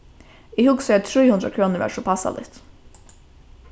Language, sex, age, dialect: Faroese, female, 15-35, Norðuroyggjar